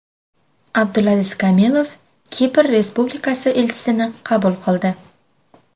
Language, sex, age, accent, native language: Uzbek, female, 25-34, Farg'ona, Uzbek